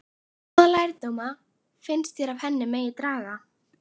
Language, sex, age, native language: Icelandic, female, 11, Icelandic